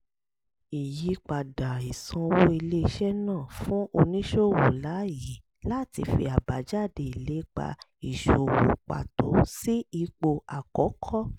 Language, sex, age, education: Yoruba, female, 30-45, tertiary